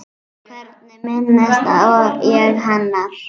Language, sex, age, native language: Icelandic, female, 9, Icelandic